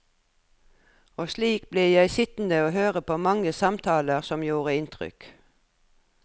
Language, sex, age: Norwegian, female, 57